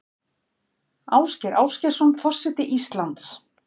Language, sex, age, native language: Icelandic, female, 50-59, Icelandic